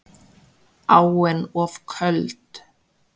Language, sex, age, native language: Icelandic, female, 20-29, Icelandic